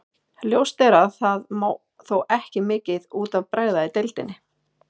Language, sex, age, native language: Icelandic, female, 30-39, Icelandic